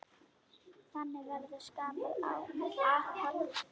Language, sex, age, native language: Icelandic, female, 9, Icelandic